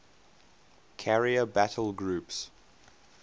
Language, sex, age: English, male, 22